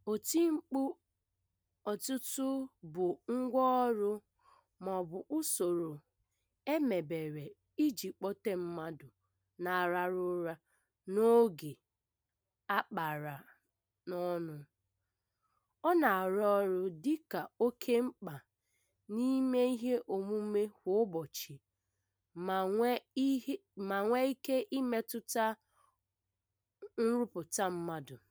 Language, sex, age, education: Igbo, female, 15-29, primary